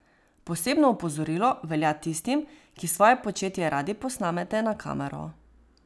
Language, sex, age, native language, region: Slovenian, female, 18-29, Slovenian, Savinja region